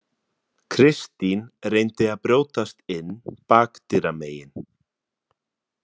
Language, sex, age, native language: Icelandic, male, 30-39, Icelandic